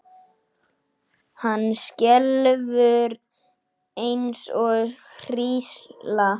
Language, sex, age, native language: Icelandic, male, 9, Icelandic